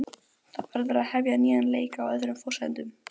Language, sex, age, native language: Icelandic, female, 12, Icelandic